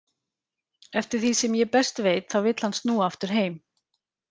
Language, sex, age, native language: Icelandic, female, 40-49, Icelandic